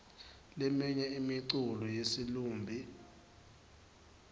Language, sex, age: Swati, male, 19